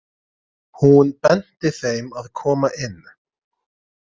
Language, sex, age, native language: Icelandic, male, 20-29, Icelandic